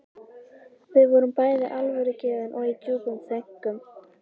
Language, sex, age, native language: Icelandic, female, 11, Icelandic